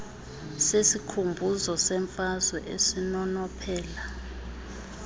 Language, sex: Xhosa, female